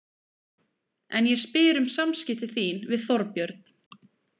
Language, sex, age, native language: Icelandic, female, 20-29, Icelandic